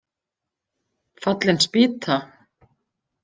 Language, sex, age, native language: Icelandic, female, 50-59, Icelandic